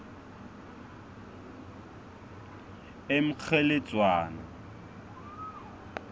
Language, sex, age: South Ndebele, male, 25